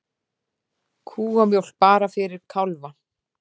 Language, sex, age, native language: Icelandic, female, 40-49, Icelandic